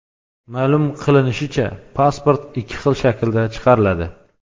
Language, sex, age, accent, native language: Uzbek, male, 35+, Xorazm, Uzbek